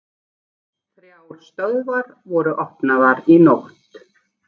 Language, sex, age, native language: Icelandic, female, 40-49, Icelandic